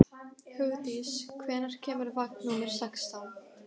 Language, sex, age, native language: Icelandic, female, 12, Icelandic